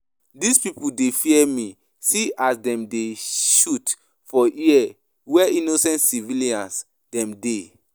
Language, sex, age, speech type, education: Nigerian Pidgin, male, 15-29, spontaneous, tertiary